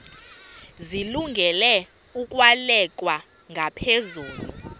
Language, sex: Xhosa, female